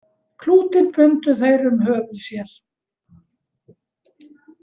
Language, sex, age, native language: Icelandic, female, 70-79, Icelandic